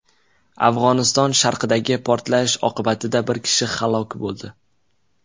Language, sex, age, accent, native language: Uzbek, male, 19-29, Jizzax, Uzbek